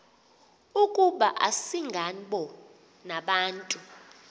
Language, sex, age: Xhosa, female, 28